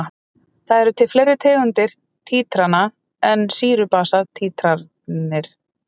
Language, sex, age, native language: Icelandic, female, 30-39, Icelandic